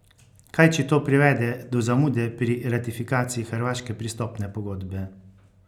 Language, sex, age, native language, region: Slovenian, male, 50-59, Slovenian, Carinthia region